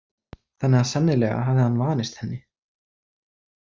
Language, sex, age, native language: Icelandic, male, 20-29, Icelandic